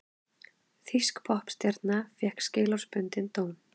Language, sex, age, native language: Icelandic, female, 30-39, Icelandic